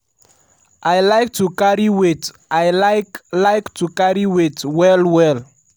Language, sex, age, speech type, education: Nigerian Pidgin, male, 15-29, spontaneous, tertiary